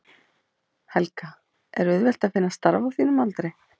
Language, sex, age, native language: Icelandic, female, 30-39, Icelandic